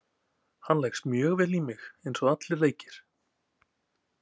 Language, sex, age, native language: Icelandic, male, 20-29, Icelandic